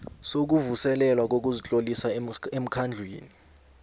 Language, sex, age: South Ndebele, male, 20